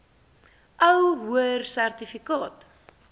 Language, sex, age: Afrikaans, female, 18